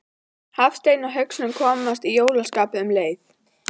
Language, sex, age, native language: Icelandic, female, 12, Icelandic